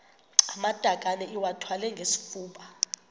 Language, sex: Xhosa, female